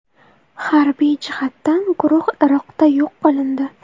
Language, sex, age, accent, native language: Uzbek, female, 18-24, Navoiy, Uzbek